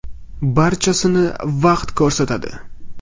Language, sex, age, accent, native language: Uzbek, male, 18-24, Navoiy, Uzbek